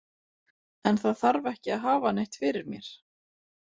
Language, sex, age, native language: Icelandic, female, 40-49, Icelandic